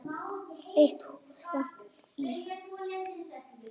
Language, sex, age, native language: Icelandic, male, 9, Icelandic